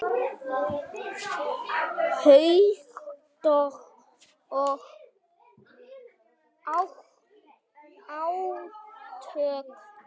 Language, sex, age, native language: Icelandic, male, 9, Icelandic